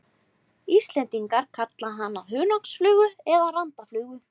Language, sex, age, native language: Icelandic, female, 20-29, Icelandic